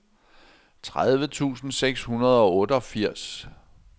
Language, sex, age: Danish, male, 60